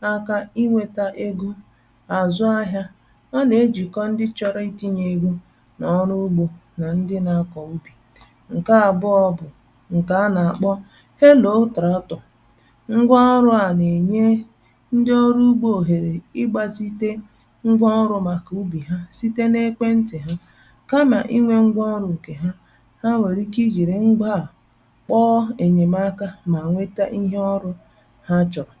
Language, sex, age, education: Igbo, female, 15-29, tertiary